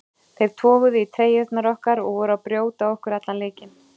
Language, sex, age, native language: Icelandic, female, 30-39, Icelandic